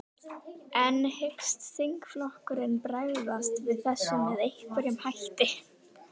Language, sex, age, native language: Icelandic, female, 12, Icelandic